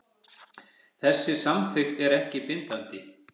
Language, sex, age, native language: Icelandic, male, 50-59, Icelandic